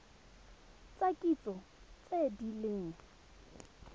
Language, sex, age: Tswana, female, 21